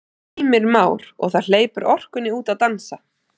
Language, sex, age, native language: Icelandic, female, 30-39, Icelandic